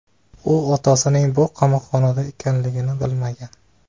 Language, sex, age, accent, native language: Uzbek, male, 25-34, Navoiy, Uzbek